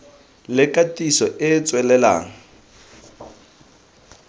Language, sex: Tswana, male